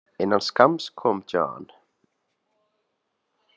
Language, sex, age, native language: Icelandic, male, 20-29, Icelandic